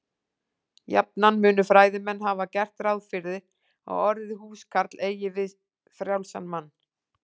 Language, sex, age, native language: Icelandic, female, 40-49, Icelandic